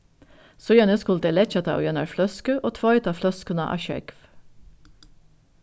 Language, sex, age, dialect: Faroese, female, 36-60, Norðuroyggjar